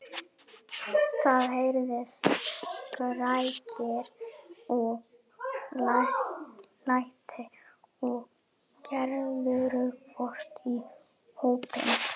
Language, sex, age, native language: Icelandic, female, 11, German